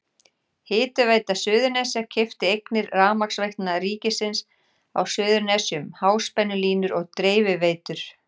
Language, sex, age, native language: Icelandic, female, 40-49, Icelandic